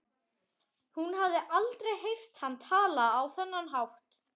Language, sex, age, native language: Icelandic, male, 12, Icelandic